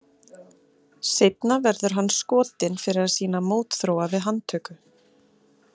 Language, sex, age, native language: Icelandic, female, 30-39, Icelandic